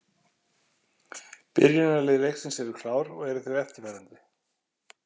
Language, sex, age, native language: Icelandic, male, 50-59, Icelandic